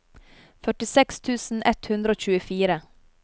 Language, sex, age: Norwegian, female, 30